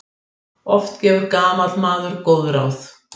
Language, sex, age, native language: Icelandic, female, 60-69, Icelandic